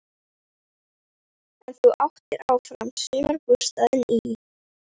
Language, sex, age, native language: Icelandic, female, 12, Icelandic